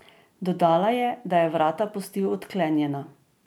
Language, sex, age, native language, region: Slovenian, female, 50-59, Slovenian, Drava region